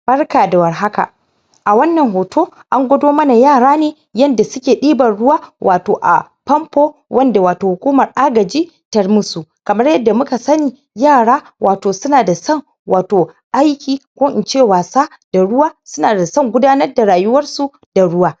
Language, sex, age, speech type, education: Hausa, male, 30-45, spontaneous, primary